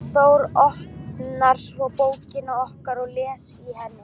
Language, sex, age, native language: Icelandic, female, 12, Icelandic